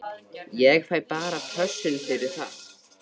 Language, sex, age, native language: Icelandic, male, 13, Icelandic